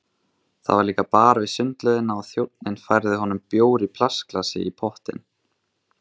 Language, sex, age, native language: Icelandic, male, 20-29, Icelandic